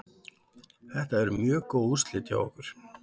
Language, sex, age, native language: Icelandic, male, 40-49, Icelandic